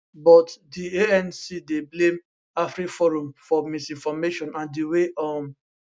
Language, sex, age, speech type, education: Nigerian Pidgin, male, 15-29, spontaneous, tertiary